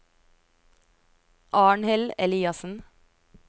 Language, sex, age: Norwegian, female, 22